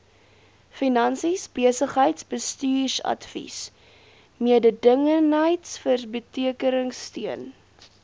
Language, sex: Afrikaans, female